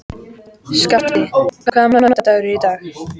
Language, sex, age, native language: Icelandic, female, 14, Icelandic